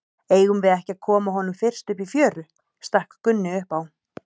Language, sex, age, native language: Icelandic, female, 30-39, Icelandic